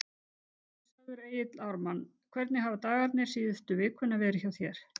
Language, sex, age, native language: Icelandic, female, 50-59, Icelandic